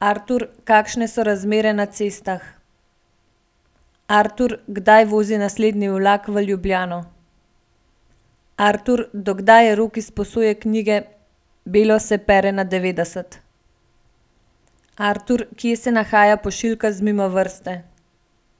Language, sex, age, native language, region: Slovenian, female, 18-29, Slovenian, Gorenjska region